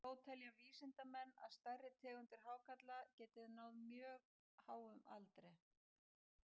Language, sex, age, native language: Icelandic, female, 50-59, Icelandic